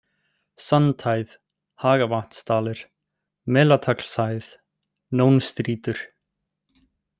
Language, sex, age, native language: Icelandic, male, 18-19, Icelandic